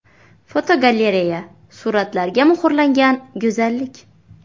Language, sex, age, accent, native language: Uzbek, female, 18-24, Buxoro, Uzbek